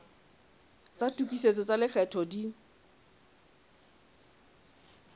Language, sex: Southern Sotho, male